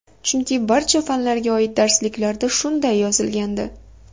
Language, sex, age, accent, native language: Uzbek, female, 18-24, Farg'ona, Uzbek